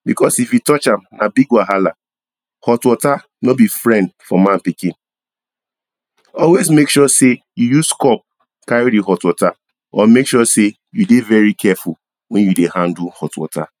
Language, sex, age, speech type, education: Nigerian Pidgin, male, 30-45, spontaneous, tertiary